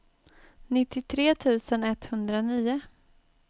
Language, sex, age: Swedish, female, 23